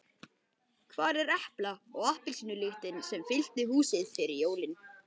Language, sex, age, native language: Icelandic, male, 12, Icelandic